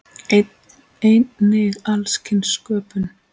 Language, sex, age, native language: Icelandic, female, 8, Icelandic